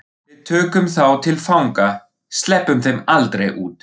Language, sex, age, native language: Icelandic, male, 40-49, German